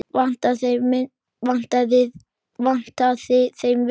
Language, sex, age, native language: Icelandic, male, 10, Icelandic